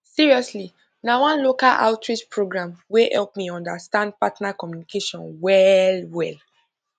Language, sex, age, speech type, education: Nigerian Pidgin, female, 15-29, spontaneous, tertiary